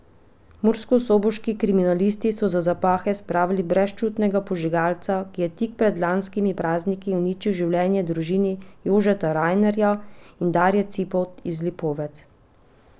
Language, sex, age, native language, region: Slovenian, female, 30-49, Slovenian, Pomurje region